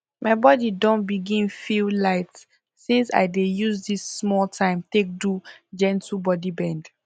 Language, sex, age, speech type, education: Nigerian Pidgin, female, 15-29, spontaneous, tertiary